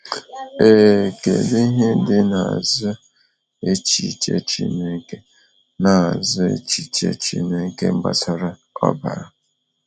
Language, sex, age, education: Igbo, male, 30-45, tertiary